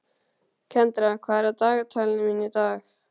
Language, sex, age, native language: Icelandic, male, 12, Icelandic